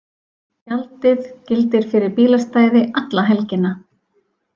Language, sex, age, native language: Icelandic, female, 40-49, Icelandic